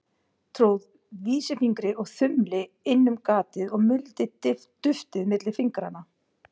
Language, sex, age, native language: Icelandic, female, 50-59, Icelandic